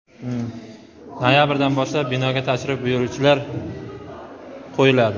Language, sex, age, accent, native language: Uzbek, male, 25-34, Samarqand, Uzbek